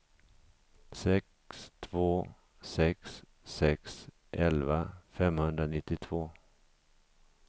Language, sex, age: Swedish, male, 50